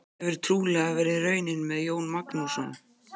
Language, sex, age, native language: Icelandic, male, 18-19, Icelandic